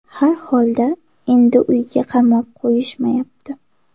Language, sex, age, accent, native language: Uzbek, female, 18-24, Samarqand, Uzbek